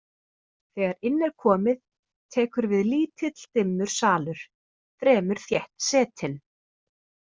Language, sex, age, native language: Icelandic, female, 30-39, Icelandic